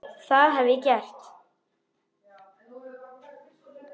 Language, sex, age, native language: Icelandic, female, 10, Icelandic